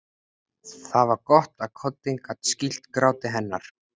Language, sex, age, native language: Icelandic, male, 14, Icelandic